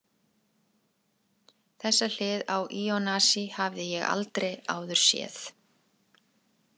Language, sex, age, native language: Icelandic, female, 40-49, Icelandic